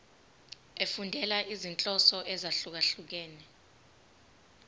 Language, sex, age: Zulu, female, 25